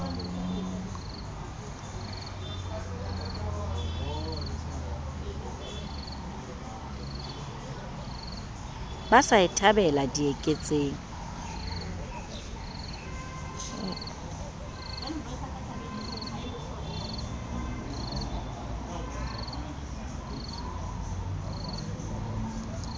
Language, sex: Southern Sotho, female